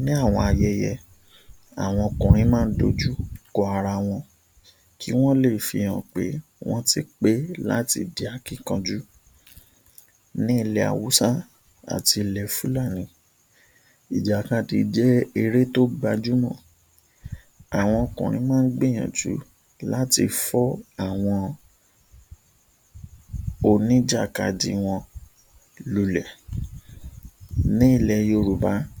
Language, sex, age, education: Yoruba, male, 60+, tertiary